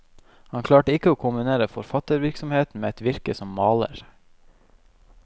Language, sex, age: Norwegian, male, 21